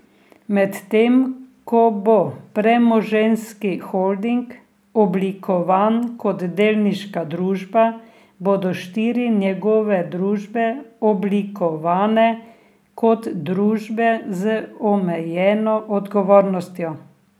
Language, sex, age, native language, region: Slovenian, female, 60+, Slovenian, Drava region